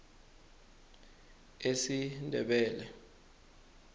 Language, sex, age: South Ndebele, male, 21